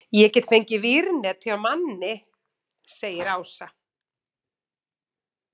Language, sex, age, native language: Icelandic, female, 40-49, Icelandic